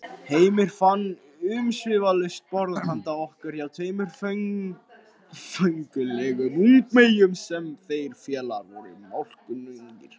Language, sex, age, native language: Icelandic, male, 16, Icelandic